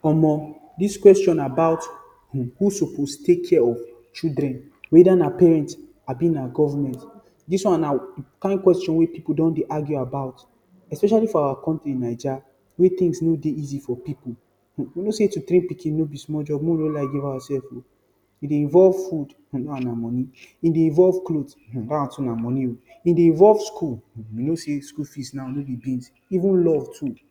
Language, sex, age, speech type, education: Nigerian Pidgin, male, 15-29, spontaneous, tertiary